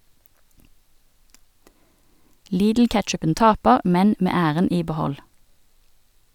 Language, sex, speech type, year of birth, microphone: Norwegian, female, read, 1969, Sennheiser